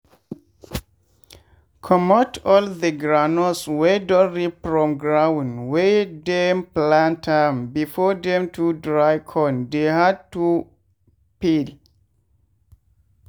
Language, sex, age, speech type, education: Nigerian Pidgin, male, 15-29, spontaneous, tertiary